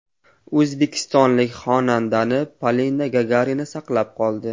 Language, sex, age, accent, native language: Uzbek, male, 25-34, Qashqadaryo, Uzbek